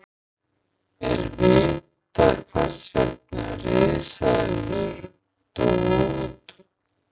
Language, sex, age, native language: Icelandic, male, 20-29, Icelandic